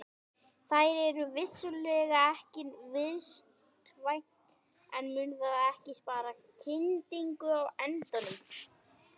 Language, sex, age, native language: Icelandic, female, 60-69, Icelandic